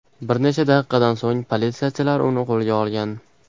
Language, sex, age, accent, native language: Uzbek, male, 12-17, Andijon, Uzbek